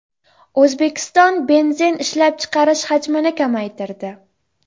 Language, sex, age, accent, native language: Uzbek, female, 12-17, Jizzax, Uzbek